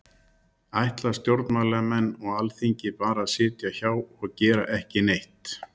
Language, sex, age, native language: Icelandic, male, 60-69, Icelandic